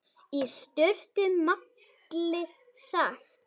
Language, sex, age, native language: Icelandic, female, 7, Icelandic